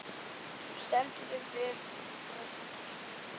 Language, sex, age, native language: Icelandic, male, 11, Icelandic